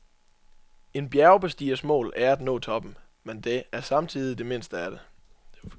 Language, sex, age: Danish, male, 24